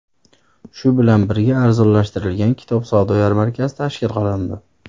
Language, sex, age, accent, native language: Uzbek, male, 30-39, Farg'ona, Uzbek